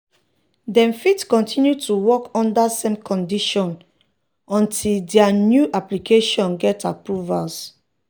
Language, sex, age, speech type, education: Nigerian Pidgin, female, 30-45, spontaneous, tertiary